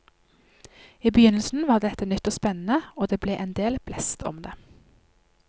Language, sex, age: Norwegian, female, 31